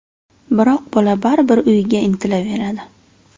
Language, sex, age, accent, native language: Uzbek, female, 18-24, Navoiy, Uzbek